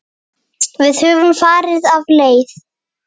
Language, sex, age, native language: Icelandic, female, 8, Icelandic